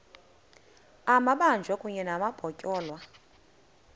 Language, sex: Xhosa, female